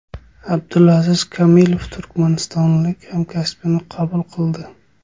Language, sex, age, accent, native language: Uzbek, male, 25-34, Toshkent shahri, Uzbek